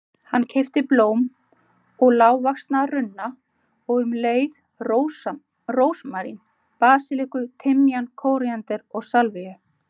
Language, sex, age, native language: Icelandic, female, 50-59, Icelandic